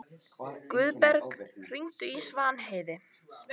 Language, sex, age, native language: Icelandic, female, 18-19, Icelandic